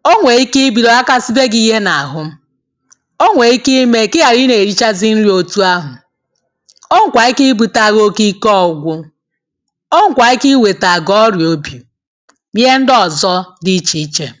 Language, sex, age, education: Igbo, female, 30-45, tertiary